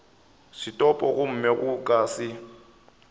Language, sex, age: Northern Sotho, male, 24